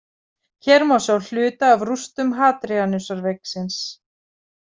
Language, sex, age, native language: Icelandic, female, 40-49, Icelandic